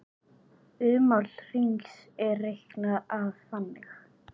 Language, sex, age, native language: Icelandic, male, 8, Icelandic